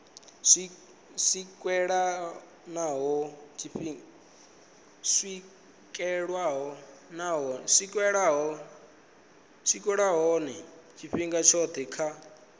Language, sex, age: Venda, male, 19